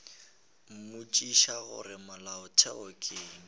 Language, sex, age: Northern Sotho, male, 19